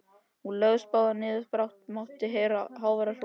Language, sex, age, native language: Icelandic, male, 13, Icelandic